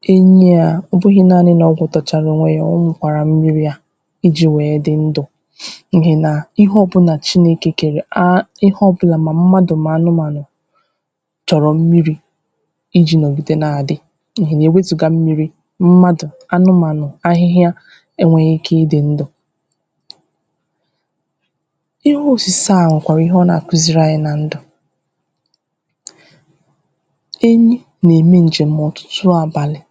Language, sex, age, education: Igbo, female, 15-29, tertiary